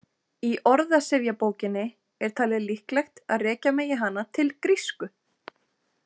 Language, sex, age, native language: Icelandic, female, 20-29, Icelandic